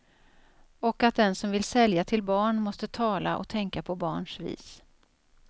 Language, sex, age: Swedish, female, 56